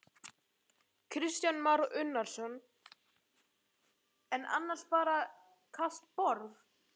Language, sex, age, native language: Icelandic, male, 11, Icelandic